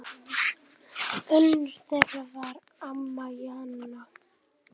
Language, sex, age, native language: Icelandic, female, 9, Icelandic